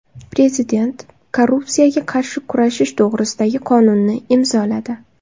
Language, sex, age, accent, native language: Uzbek, female, 19-29, Samarqand, Uzbek